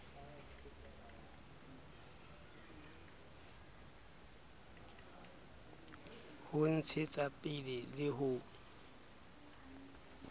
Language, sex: Southern Sotho, male